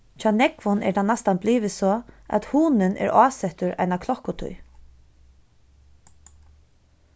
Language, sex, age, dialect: Faroese, female, 15-35, Suðurstreymoy